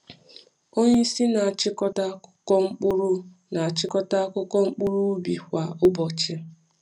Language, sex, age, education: Igbo, female, 15-29, tertiary